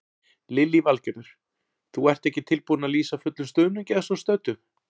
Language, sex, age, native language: Icelandic, male, 40-49, Icelandic